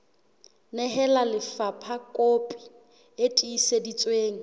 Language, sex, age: Southern Sotho, female, 21